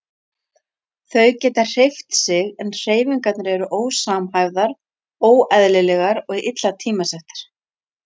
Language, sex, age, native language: Icelandic, female, 40-49, Icelandic